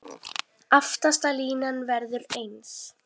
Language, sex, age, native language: Icelandic, female, 10, Icelandic